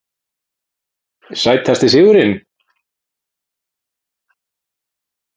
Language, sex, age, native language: Icelandic, male, 40-49, Icelandic